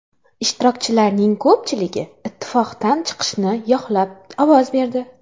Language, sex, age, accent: Uzbek, female, 18-24, Qoraqalpog'iston